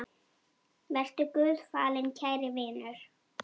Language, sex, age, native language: Icelandic, female, 8, Icelandic